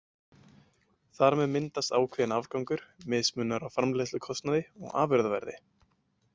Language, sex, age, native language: Icelandic, male, 20-29, Icelandic